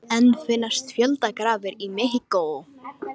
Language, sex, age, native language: Icelandic, female, 18-19, Icelandic